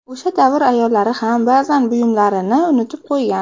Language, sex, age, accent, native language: Uzbek, female, under 19, Namangan, Uzbek